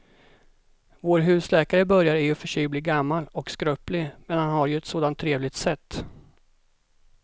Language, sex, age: Swedish, male, 37